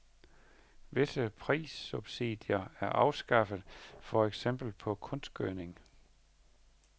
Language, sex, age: Danish, male, 51